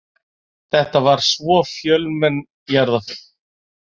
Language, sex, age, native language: Icelandic, male, 40-49, Icelandic